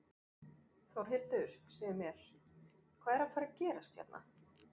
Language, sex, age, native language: Icelandic, female, 40-49, French